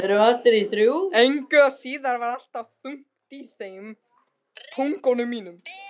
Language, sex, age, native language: Icelandic, other, 60-69, Russian